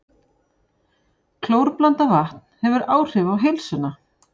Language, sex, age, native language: Icelandic, female, 40-49, Icelandic